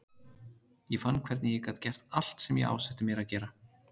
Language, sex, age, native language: Icelandic, male, 30-39, Icelandic